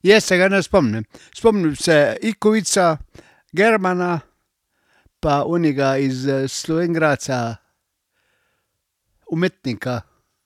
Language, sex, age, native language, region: Slovenian, male, 60+, Slovenian, Carinthia region